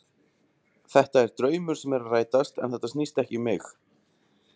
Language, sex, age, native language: Icelandic, male, 20-29, Icelandic